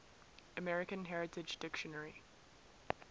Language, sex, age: English, female, 19